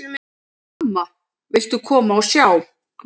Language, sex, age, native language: Icelandic, male, 9, Icelandic